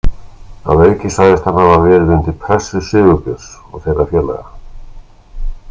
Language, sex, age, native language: Icelandic, male, 60-69, Icelandic